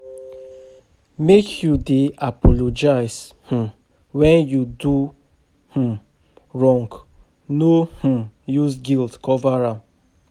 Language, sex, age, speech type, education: Nigerian Pidgin, male, 30-45, spontaneous, tertiary